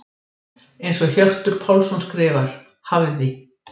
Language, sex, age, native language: Icelandic, female, 60-69, Icelandic